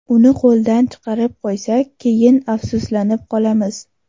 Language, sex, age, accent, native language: Uzbek, female, 18-24, Toshkent shahri, Uzbek